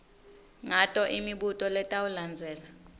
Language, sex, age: Swati, female, 19